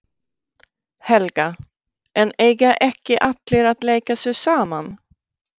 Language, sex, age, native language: Icelandic, female, 60-69, Swedish